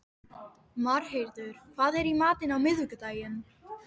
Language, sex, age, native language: Icelandic, other, 12, Icelandic